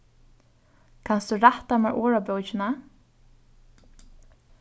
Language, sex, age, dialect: Faroese, female, 15-35, Norðuroyggjar